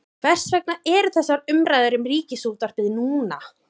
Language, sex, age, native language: Icelandic, female, 30-39, Icelandic